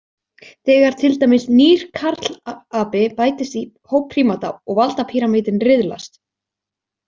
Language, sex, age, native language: Icelandic, female, 20-29, Icelandic